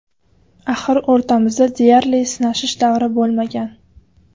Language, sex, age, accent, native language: Uzbek, female, 25-34, Qashqadaryo, Uzbek